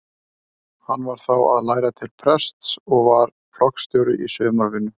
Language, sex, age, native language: Icelandic, male, 30-39, Icelandic